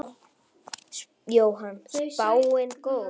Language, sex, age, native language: Icelandic, female, 9, Icelandic